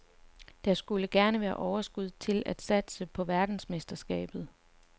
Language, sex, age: Danish, female, 35